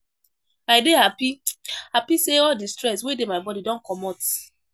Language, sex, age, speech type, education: Nigerian Pidgin, female, 15-29, spontaneous, tertiary